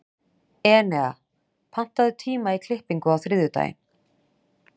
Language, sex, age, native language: Icelandic, female, 40-49, Icelandic